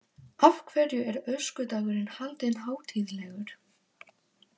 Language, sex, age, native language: Icelandic, female, 18-19, Polish